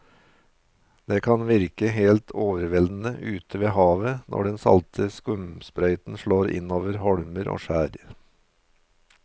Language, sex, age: Norwegian, male, 53